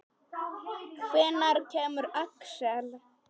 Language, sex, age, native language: Icelandic, female, 10, Polish